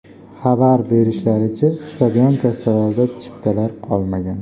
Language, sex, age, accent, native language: Uzbek, male, 25-34, Jizzax, Uzbek